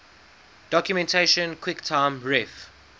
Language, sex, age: English, male, 19